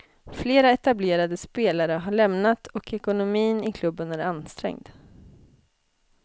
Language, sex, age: Swedish, female, 20